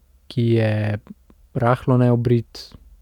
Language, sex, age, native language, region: Slovenian, male, 18-29, Slovenian, Central Slovenia